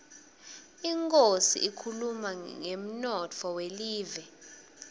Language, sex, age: Swati, female, 22